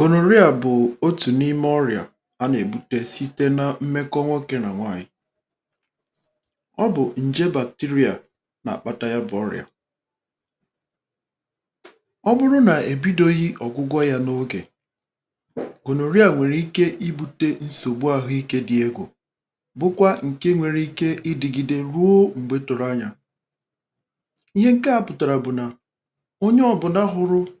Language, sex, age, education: Igbo, male, 30-45, tertiary